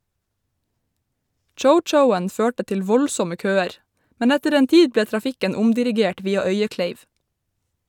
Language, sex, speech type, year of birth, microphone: Norwegian, female, read, 1990, Shure